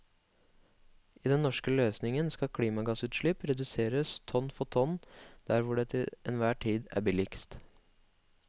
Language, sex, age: Norwegian, male, 25